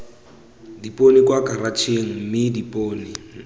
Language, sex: Tswana, male